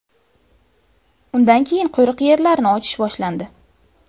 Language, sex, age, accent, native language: Uzbek, female, under 19, Buxoro, Uzbek